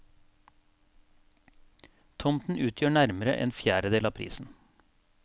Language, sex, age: Norwegian, male, 42